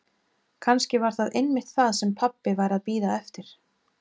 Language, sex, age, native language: Icelandic, female, 30-39, Icelandic